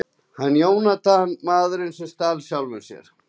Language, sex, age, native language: Icelandic, male, 20-29, Icelandic